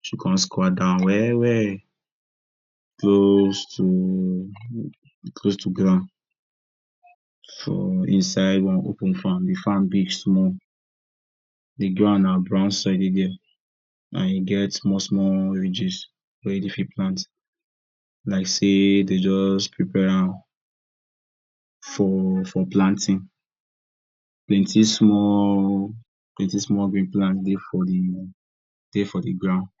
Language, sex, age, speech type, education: Nigerian Pidgin, male, 46-60, spontaneous, tertiary